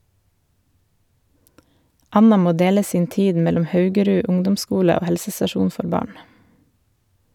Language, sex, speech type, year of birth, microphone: Norwegian, female, read, 1978, Shure